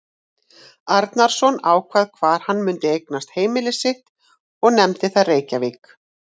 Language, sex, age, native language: Icelandic, female, 40-49, Icelandic